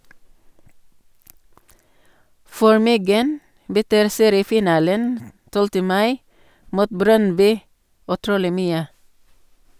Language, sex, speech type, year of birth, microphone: Norwegian, female, read, 1962, Sennheiser